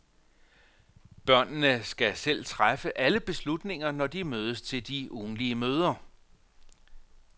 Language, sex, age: Danish, male, 45